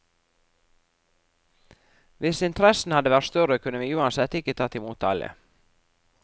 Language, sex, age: Norwegian, female, 44